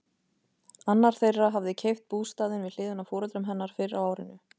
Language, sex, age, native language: Icelandic, female, 30-39, Icelandic